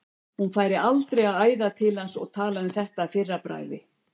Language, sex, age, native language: Icelandic, female, 70-79, Icelandic